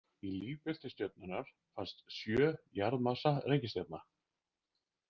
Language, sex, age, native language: Icelandic, male, 40-49, Icelandic